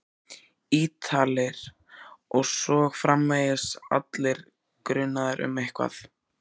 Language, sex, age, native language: Icelandic, male, 14, Icelandic